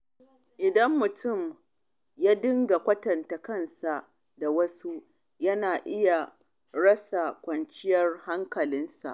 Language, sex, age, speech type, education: Hausa, female, 30-45, spontaneous, tertiary